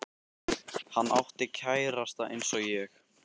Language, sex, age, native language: Icelandic, male, 13, Icelandic